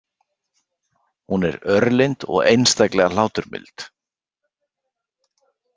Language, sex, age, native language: Icelandic, male, 40-49, Icelandic